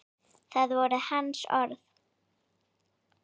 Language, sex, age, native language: Icelandic, female, 9, Icelandic